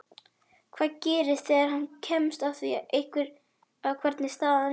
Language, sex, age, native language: Icelandic, male, 11, Icelandic